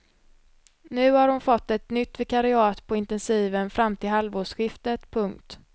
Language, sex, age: Swedish, female, 26